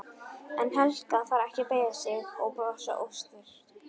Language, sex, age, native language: Icelandic, female, 11, Icelandic